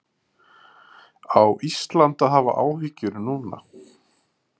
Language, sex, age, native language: Icelandic, male, 30-39, Icelandic